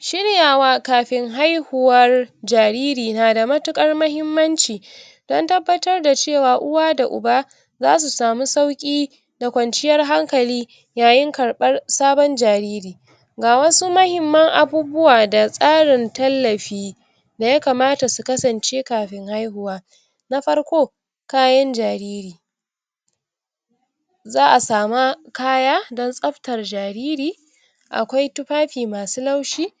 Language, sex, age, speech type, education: Hausa, female, 60+, spontaneous, tertiary